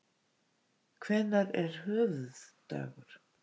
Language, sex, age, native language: Icelandic, female, 50-59, Icelandic